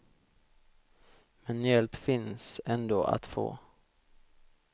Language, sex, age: Swedish, male, 32